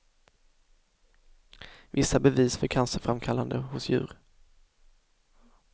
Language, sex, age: Swedish, male, 24